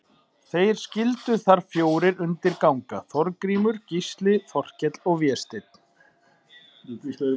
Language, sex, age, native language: Icelandic, male, 40-49, Icelandic